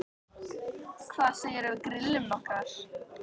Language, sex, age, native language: Icelandic, female, 13, Icelandic